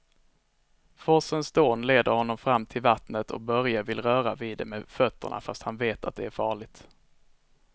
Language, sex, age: Swedish, male, 21